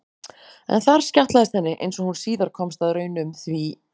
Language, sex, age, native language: Icelandic, female, 40-49, Icelandic